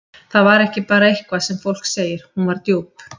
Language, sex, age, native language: Icelandic, female, 50-59, Icelandic